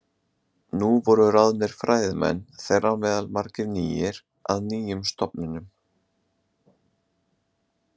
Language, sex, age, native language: Icelandic, male, 20-29, Icelandic